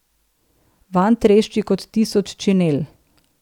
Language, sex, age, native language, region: Slovenian, female, 30-49, Slovenian, Southeast Slovenia